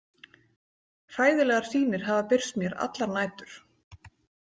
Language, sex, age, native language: Icelandic, female, 40-49, Icelandic